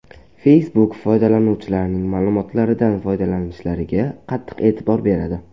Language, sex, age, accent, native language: Uzbek, male, under 19, Andijon, Uzbek